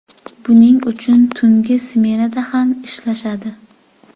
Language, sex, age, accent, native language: Uzbek, female, 18-24, Jizzax, Uzbek